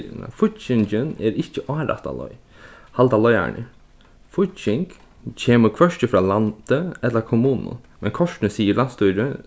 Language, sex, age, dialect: Faroese, male, 15-35, Norðurstreymoy/Eysturoy